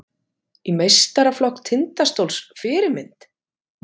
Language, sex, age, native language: Icelandic, female, 50-59, Icelandic